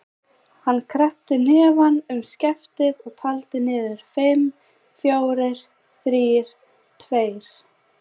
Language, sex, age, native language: Icelandic, female, 20-29, Icelandic